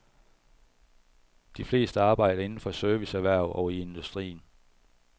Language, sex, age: Danish, male, 41